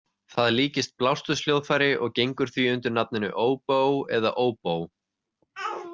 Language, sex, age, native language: Icelandic, male, 30-39, Icelandic